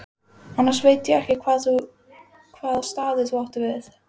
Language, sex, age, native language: Icelandic, female, 12, Icelandic